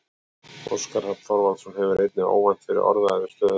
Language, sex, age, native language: Icelandic, male, 40-49, Icelandic